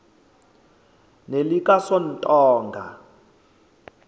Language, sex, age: South Ndebele, male, 23